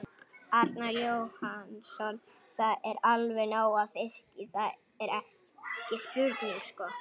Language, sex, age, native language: Icelandic, male, 18-19, Icelandic